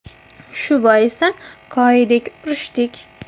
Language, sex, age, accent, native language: Uzbek, female, 19-29, Qashqadaryo, Uzbek